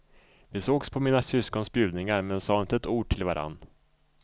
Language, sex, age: Swedish, male, 34